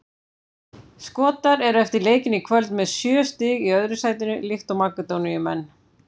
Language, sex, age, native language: Icelandic, female, 50-59, Icelandic